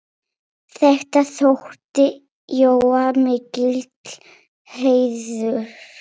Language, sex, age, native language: Icelandic, female, 8, Polish